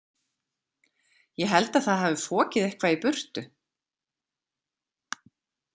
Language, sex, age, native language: Icelandic, female, 40-49, Icelandic